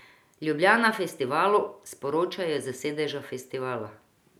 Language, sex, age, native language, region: Slovenian, female, 50-59, Croatian, Drava region